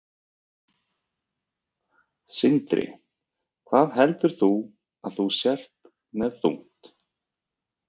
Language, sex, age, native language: Icelandic, male, 30-39, Icelandic